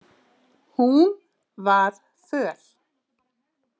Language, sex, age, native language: Icelandic, female, 50-59, Icelandic